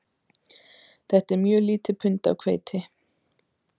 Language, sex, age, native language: Icelandic, female, 30-39, Icelandic